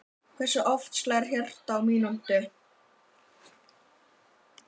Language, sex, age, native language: Icelandic, female, 50-59, Icelandic